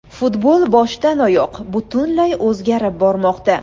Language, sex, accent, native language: Uzbek, female, Andijon, Uzbek